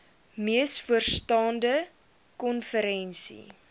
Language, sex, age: Afrikaans, female, 19